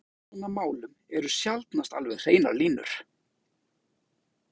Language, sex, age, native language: Icelandic, male, 20-29, Icelandic